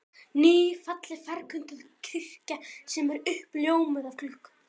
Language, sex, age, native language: Icelandic, female, 12, Icelandic